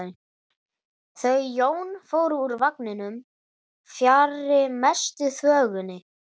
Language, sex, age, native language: Icelandic, male, 11, Icelandic